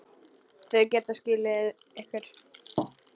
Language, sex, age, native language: Icelandic, female, 10, Icelandic